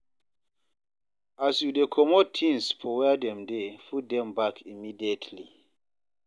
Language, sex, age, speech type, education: Nigerian Pidgin, male, 30-45, read, tertiary